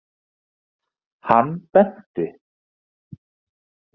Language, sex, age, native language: Icelandic, male, 40-49, Icelandic